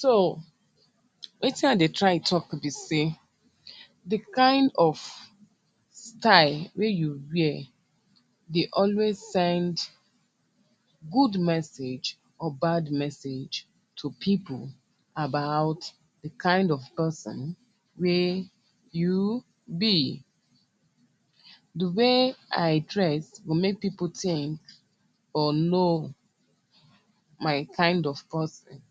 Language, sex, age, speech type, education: Nigerian Pidgin, female, 30-45, spontaneous, tertiary